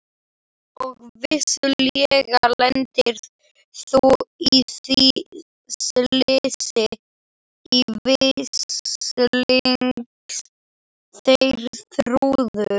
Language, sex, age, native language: Icelandic, male, 11, Slovak